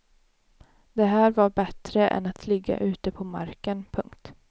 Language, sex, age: Swedish, female, 18